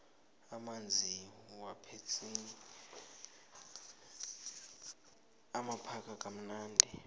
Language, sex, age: South Ndebele, male, 20